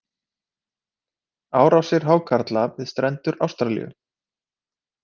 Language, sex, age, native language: Icelandic, male, 30-39, Icelandic